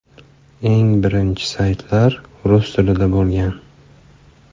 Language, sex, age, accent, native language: Uzbek, male, 25-34, Farg'ona, Uzbek